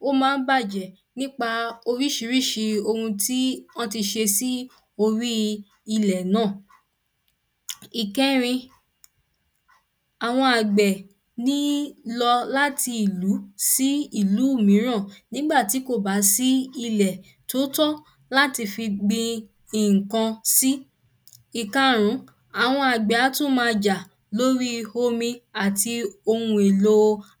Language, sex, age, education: Yoruba, female, 15-29, primary